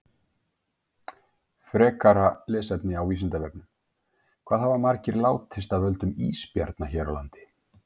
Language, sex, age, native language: Icelandic, male, 50-59, Icelandic